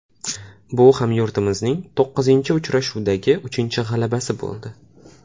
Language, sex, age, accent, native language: Uzbek, male, 18-24, Toshkent viloyati, Uzbek